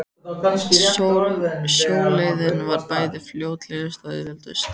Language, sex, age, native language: Icelandic, female, 14, Icelandic